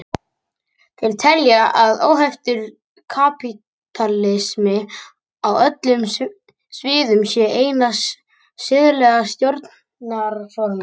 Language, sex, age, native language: Icelandic, male, 18-19, Icelandic